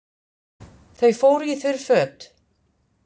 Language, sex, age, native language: Icelandic, female, 50-59, Icelandic